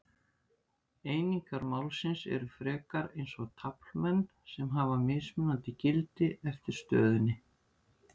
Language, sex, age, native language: Icelandic, female, 60-69, Icelandic